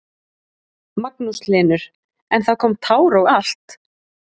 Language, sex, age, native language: Icelandic, female, 20-29, Icelandic